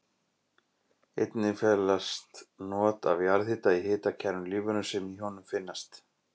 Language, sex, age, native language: Icelandic, male, 40-49, Icelandic